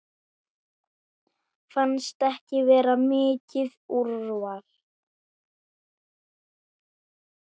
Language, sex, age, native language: Icelandic, male, 7, Icelandic